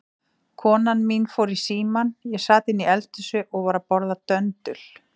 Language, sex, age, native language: Icelandic, female, 40-49, Icelandic